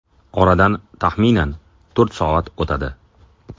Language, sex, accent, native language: Uzbek, male, Andijon, Uzbek